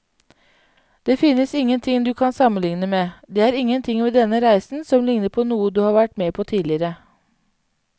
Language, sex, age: Norwegian, female, 31